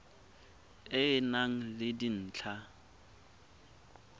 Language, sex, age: Tswana, male, 24